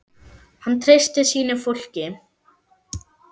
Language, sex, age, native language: Icelandic, female, 10, German